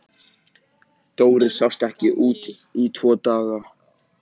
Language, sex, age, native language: Icelandic, male, 14, Icelandic